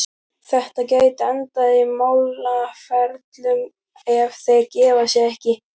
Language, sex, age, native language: Icelandic, male, 12, Icelandic